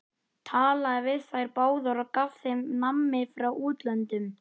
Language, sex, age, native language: Icelandic, male, 11, Icelandic